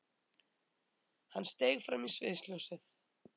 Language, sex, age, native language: Icelandic, female, 30-39, Icelandic